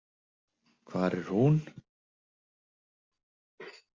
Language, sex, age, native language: Icelandic, male, 60-69, Icelandic